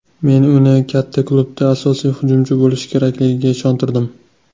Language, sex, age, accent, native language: Uzbek, male, 19-29, Toshkent shahri, Uzbek